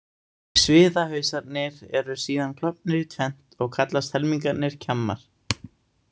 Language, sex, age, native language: Icelandic, male, 18-19, Icelandic